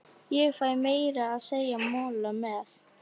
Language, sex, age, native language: Icelandic, female, 11, Icelandic